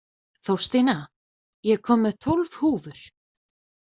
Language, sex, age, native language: Icelandic, female, 20-29, Icelandic